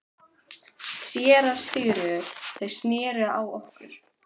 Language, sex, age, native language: Icelandic, female, 12, Icelandic